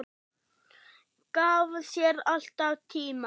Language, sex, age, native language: Icelandic, male, 6, German